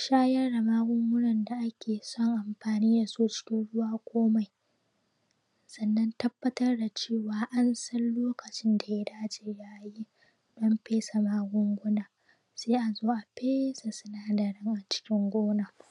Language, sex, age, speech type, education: Hausa, female, 15-29, spontaneous, primary